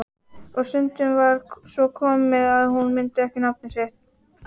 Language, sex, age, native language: Icelandic, female, 18-19, Icelandic